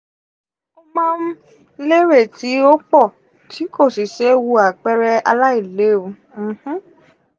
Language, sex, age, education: Yoruba, female, 15-29, tertiary